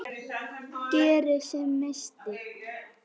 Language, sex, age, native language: Icelandic, female, 8, Icelandic